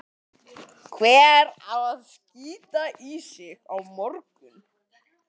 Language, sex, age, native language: Icelandic, male, 11, Icelandic